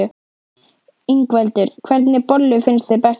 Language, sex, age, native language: Icelandic, female, 11, Icelandic